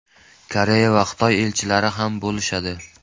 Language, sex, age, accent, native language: Uzbek, male, 18-24, Andijon, Uzbek